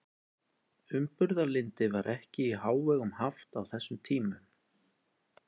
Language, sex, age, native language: Icelandic, male, 20-29, Icelandic